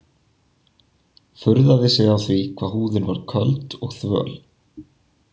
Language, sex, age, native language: Icelandic, male, 20-29, Icelandic